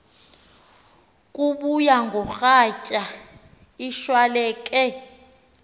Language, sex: Xhosa, female